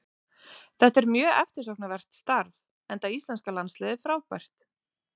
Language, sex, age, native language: Icelandic, female, 30-39, Icelandic